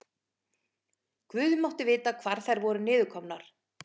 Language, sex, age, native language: Icelandic, female, 50-59, Icelandic